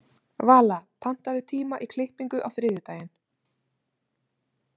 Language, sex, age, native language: Icelandic, female, 30-39, Icelandic